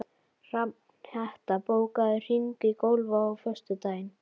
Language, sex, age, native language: Icelandic, female, 12, Icelandic